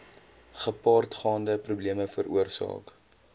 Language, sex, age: Afrikaans, male, 20